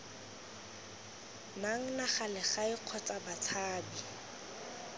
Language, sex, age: Tswana, female, 19